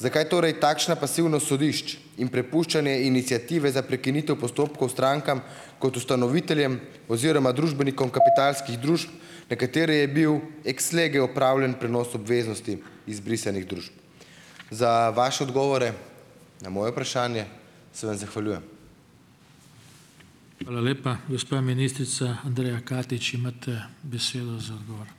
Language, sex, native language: Slovenian, male, Slovenian